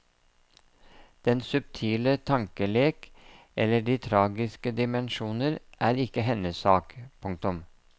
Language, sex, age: Norwegian, male, 57